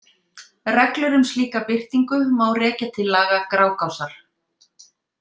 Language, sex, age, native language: Icelandic, female, 50-59, Icelandic